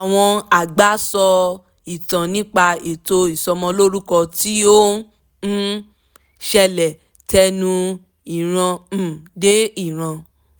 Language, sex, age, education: Yoruba, female, 15-29, tertiary